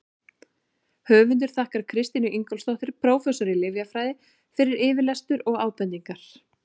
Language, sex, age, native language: Icelandic, female, 40-49, Icelandic